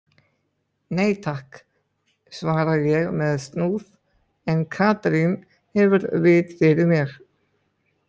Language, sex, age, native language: Icelandic, male, 20-29, Icelandic